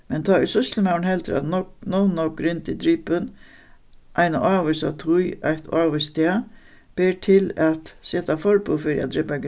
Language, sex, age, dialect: Faroese, female, 61+, Suðuroy